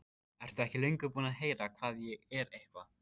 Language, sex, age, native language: Icelandic, male, 14, Icelandic